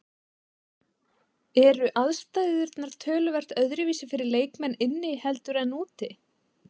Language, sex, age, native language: Icelandic, female, 20-29, Icelandic